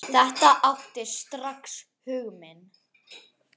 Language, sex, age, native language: Icelandic, other, 10, Icelandic